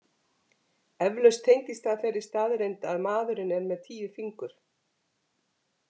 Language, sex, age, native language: Icelandic, female, 50-59, Icelandic